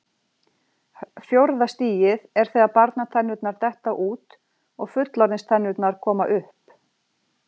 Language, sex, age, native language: Icelandic, female, 40-49, Icelandic